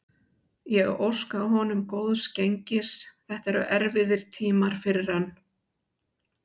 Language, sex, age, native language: Icelandic, female, 60-69, Icelandic